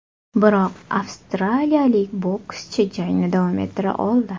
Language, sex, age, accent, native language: Uzbek, female, 18-24, Toshkent shahri, Uzbek